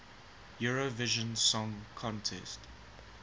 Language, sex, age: English, male, 19